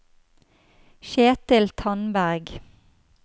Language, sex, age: Norwegian, female, 29